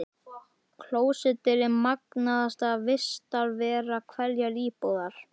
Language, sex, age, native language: Icelandic, male, 11, Icelandic